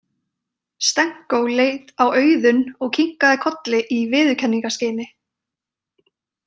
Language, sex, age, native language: Icelandic, female, 30-39, Icelandic